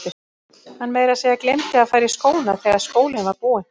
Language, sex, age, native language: Icelandic, female, 50-59, Icelandic